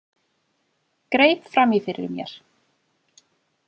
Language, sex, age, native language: Icelandic, female, 20-29, Icelandic